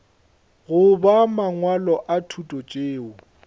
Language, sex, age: Northern Sotho, male, 21